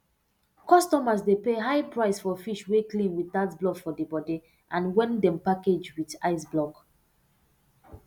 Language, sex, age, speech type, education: Nigerian Pidgin, female, 15-29, spontaneous, secondary